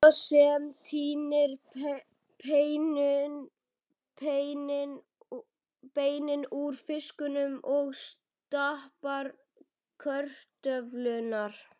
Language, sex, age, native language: Icelandic, male, 11, Icelandic